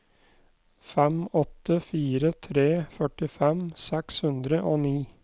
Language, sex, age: Norwegian, male, 29